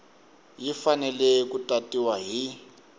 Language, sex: Tsonga, male